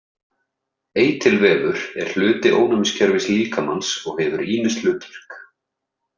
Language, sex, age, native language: Icelandic, male, 30-39, Icelandic